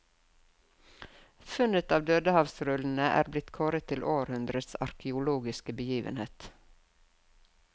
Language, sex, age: Norwegian, female, 52